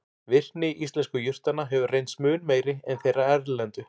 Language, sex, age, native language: Icelandic, male, 40-49, Icelandic